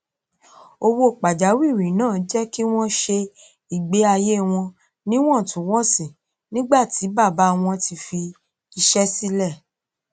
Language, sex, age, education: Yoruba, female, 30-45, tertiary